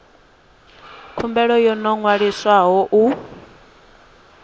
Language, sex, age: Venda, female, 26